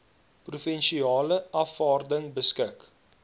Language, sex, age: Afrikaans, male, 22